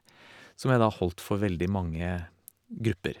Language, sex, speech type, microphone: Norwegian, male, spontaneous, Shure